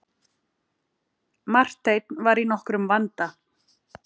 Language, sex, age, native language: Icelandic, female, 40-49, Icelandic